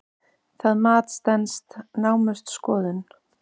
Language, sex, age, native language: Icelandic, male, 6, Icelandic